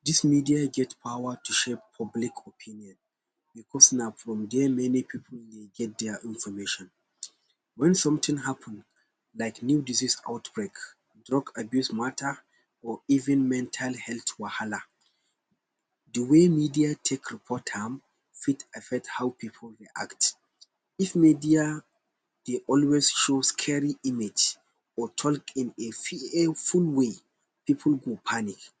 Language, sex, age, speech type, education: Nigerian Pidgin, male, 15-29, spontaneous, tertiary